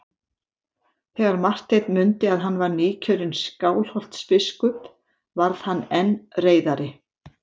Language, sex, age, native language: Icelandic, female, 70-79, Icelandic